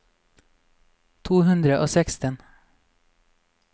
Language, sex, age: Norwegian, male, 26